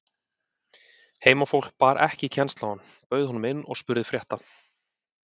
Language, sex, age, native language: Icelandic, male, 30-39, Icelandic